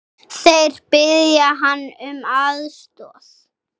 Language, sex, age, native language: Icelandic, male, 6, Icelandic